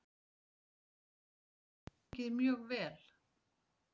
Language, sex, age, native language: Icelandic, female, 40-49, Icelandic